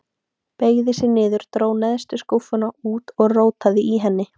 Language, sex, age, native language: Icelandic, female, 18-19, Icelandic